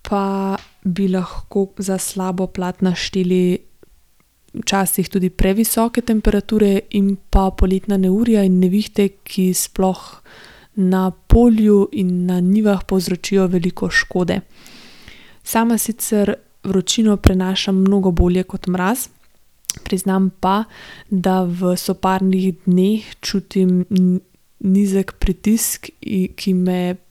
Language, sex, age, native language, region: Slovenian, female, 18-29, Slovenian, Gorenjska region